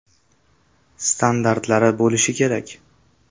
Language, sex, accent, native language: Uzbek, male, Toshkent shahri, Uzbek